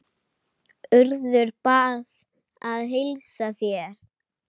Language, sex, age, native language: Icelandic, female, 8, Icelandic